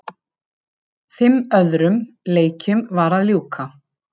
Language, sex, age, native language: Icelandic, female, 50-59, Icelandic